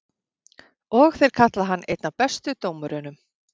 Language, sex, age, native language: Icelandic, female, 40-49, Icelandic